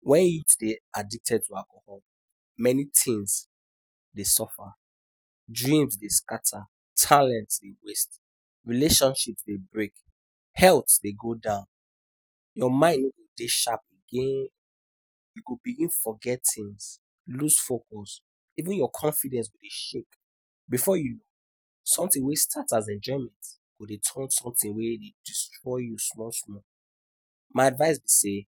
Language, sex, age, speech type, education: Nigerian Pidgin, male, 15-29, spontaneous, tertiary